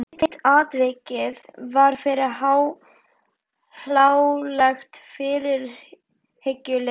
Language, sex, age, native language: Icelandic, female, 12, Icelandic